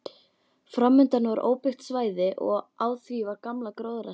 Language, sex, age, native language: Icelandic, female, 12, Icelandic